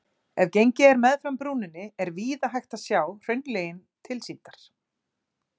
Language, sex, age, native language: Icelandic, female, 40-49, Icelandic